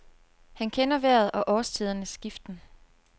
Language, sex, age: Danish, female, 29